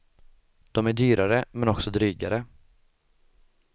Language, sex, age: Swedish, male, 25